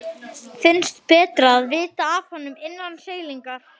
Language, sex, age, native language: Icelandic, male, 12, Icelandic